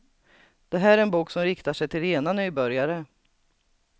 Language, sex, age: Swedish, female, 39